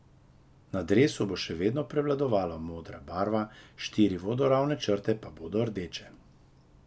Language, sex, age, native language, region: Slovenian, male, 30-49, Slovenian, Drava region